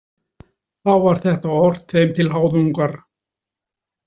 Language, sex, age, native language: Icelandic, male, 60-69, Icelandic